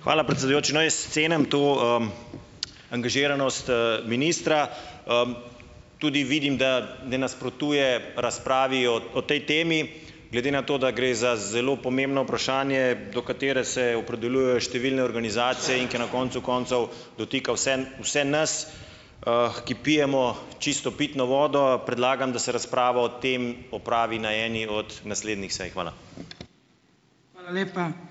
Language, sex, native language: Slovenian, male, Slovenian